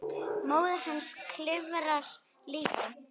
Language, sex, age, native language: Icelandic, female, 9, Icelandic